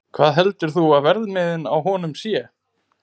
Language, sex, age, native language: Icelandic, male, 30-39, Icelandic